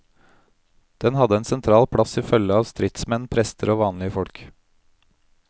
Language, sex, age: Norwegian, male, 31